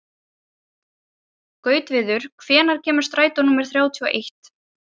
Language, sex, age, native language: Icelandic, female, 40-49, Ukrainian